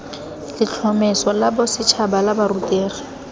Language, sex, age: Tswana, female, 20